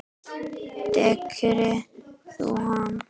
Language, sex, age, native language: Icelandic, male, 10, Icelandic